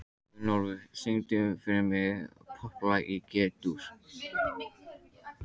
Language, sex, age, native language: Icelandic, male, 15, Icelandic